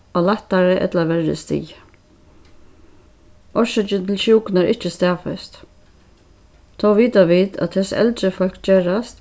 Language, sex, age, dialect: Faroese, female, 36-60, Suðurstreymoy